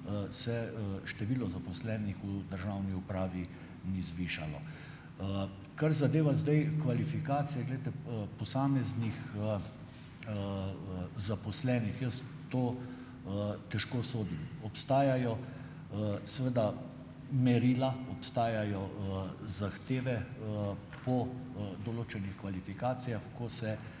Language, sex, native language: Slovenian, male, Slovenian